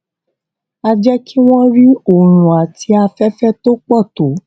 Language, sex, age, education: Yoruba, female, 15-29, tertiary